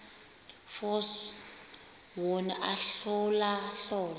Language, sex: Xhosa, female